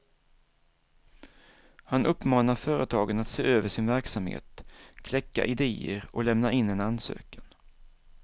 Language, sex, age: Swedish, male, 47